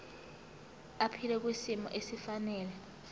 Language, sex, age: Zulu, female, 18